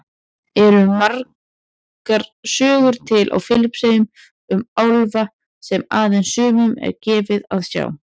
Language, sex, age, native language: Icelandic, female, 30-39, Icelandic